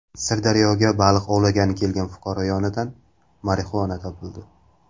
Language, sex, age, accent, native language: Uzbek, male, 19-29, Samarqand, Uzbek